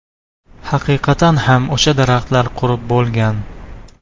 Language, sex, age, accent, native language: Uzbek, male, 19-29, Toshkent shahri, Uzbek